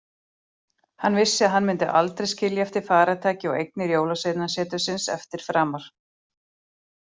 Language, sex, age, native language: Icelandic, female, 40-49, Icelandic